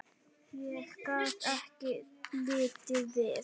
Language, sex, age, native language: Icelandic, female, 9, Icelandic